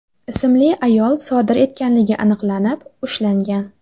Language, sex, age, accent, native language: Uzbek, female, 19-29, Jizzax, Uzbek